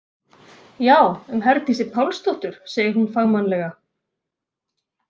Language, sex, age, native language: Icelandic, female, 40-49, Icelandic